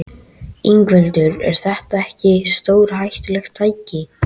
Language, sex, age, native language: Icelandic, male, 13, Icelandic